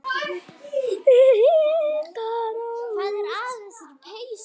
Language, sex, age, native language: Icelandic, female, 9, Icelandic